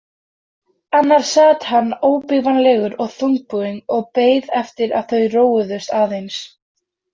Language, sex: Icelandic, female